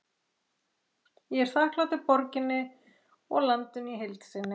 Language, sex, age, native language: Icelandic, female, 40-49, Icelandic